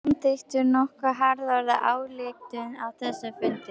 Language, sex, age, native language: Icelandic, female, 12, Icelandic